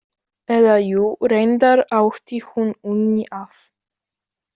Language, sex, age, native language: Icelandic, female, 18-19, Icelandic